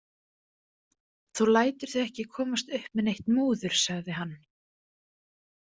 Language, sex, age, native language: Icelandic, female, 20-29, Icelandic